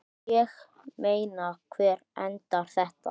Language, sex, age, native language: Icelandic, male, 9, Icelandic